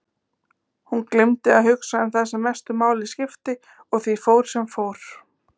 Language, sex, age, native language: Icelandic, female, 20-29, Icelandic